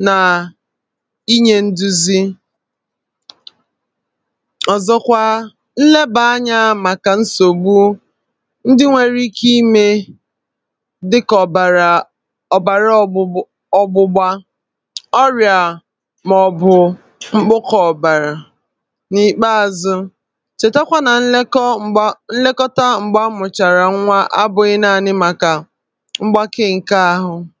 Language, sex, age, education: Igbo, female, 30-45, tertiary